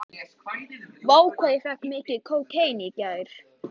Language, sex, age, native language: Icelandic, male, 13, Icelandic